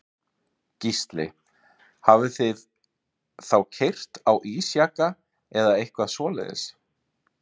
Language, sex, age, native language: Icelandic, male, 30-39, Icelandic